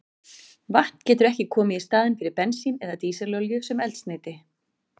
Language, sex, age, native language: Icelandic, female, 40-49, Icelandic